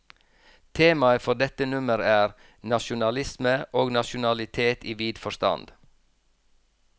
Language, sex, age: Norwegian, male, 46